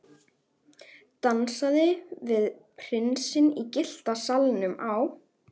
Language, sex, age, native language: Icelandic, female, 11, Icelandic